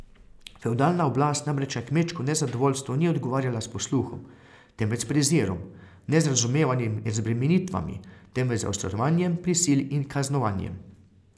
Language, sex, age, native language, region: Slovenian, male, 30-49, Slovenian, Carinthia region